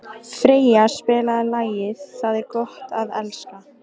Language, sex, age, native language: Icelandic, female, 18-19, Icelandic